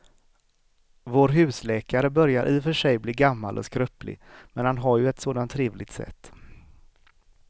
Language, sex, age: Swedish, male, 38